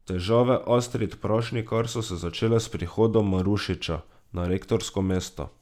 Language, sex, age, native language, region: Slovenian, male, 18-29, Slovenian, Drava region